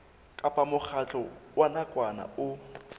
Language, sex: Southern Sotho, male